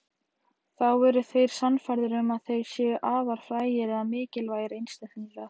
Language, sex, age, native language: Icelandic, female, 18-19, Icelandic